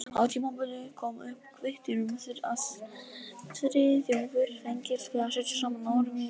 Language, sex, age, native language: Icelandic, female, 50-59, Icelandic